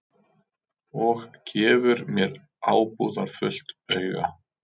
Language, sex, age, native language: Icelandic, male, 40-49, Icelandic